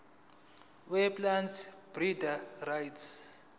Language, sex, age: Zulu, male, 20